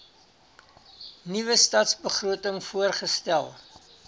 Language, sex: Afrikaans, male